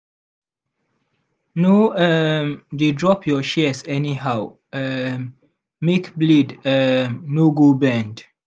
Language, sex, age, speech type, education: Nigerian Pidgin, male, 15-29, spontaneous, secondary